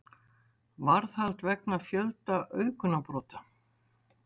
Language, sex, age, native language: Icelandic, female, 60-69, Icelandic